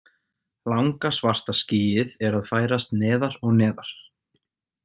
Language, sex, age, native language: Icelandic, male, 18-19, Icelandic